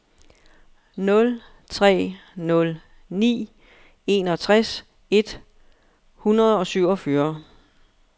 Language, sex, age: Danish, female, 59